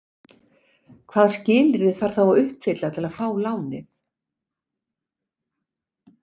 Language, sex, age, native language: Icelandic, female, 60-69, Icelandic